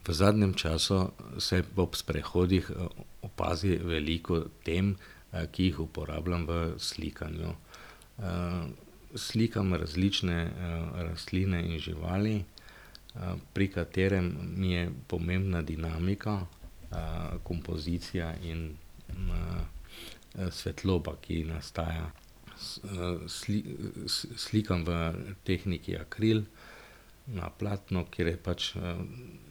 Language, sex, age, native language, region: Slovenian, male, 50-59, Slovenian, Drava region